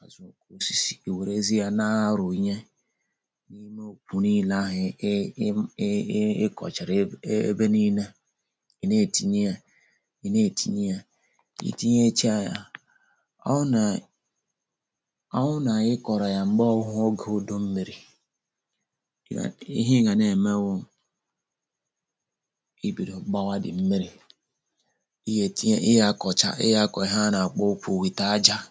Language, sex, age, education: Igbo, male, 46-60, tertiary